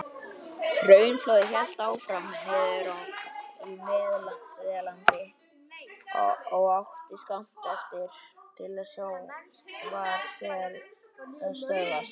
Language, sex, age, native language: Icelandic, male, 20-29, Icelandic